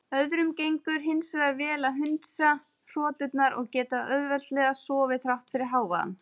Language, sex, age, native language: Icelandic, female, 30-39, Icelandic